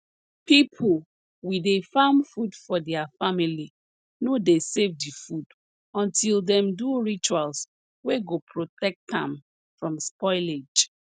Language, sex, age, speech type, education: Nigerian Pidgin, female, 30-45, spontaneous, tertiary